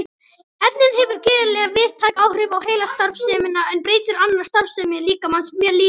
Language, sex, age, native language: Icelandic, male, 18-19, Icelandic